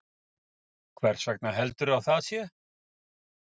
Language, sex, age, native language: Icelandic, male, 50-59, Icelandic